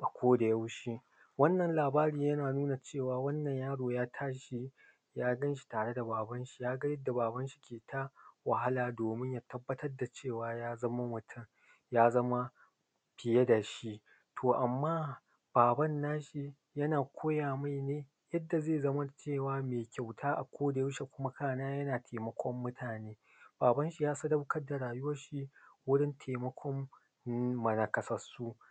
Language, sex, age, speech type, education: Hausa, male, 30-45, spontaneous, tertiary